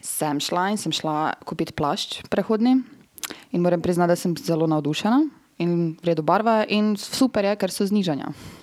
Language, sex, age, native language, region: Slovenian, female, 18-29, Serbian, Drava region